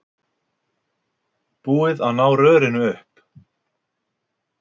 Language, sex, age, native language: Icelandic, male, 50-59, Icelandic